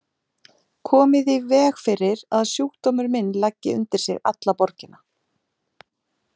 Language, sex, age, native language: Icelandic, female, 40-49, Icelandic